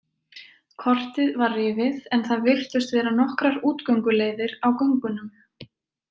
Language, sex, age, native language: Icelandic, female, 20-29, Icelandic